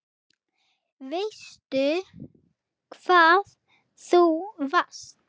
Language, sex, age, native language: Icelandic, female, 8, Icelandic